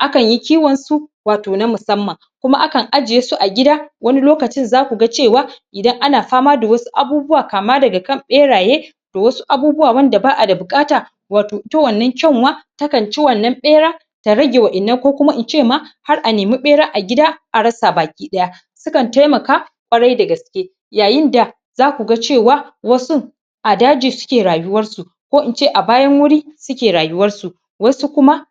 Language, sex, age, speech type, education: Hausa, female, 30-45, spontaneous, tertiary